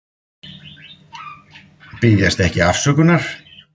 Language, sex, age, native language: Icelandic, male, 50-59, Icelandic